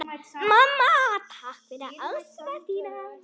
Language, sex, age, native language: Icelandic, female, 10, Icelandic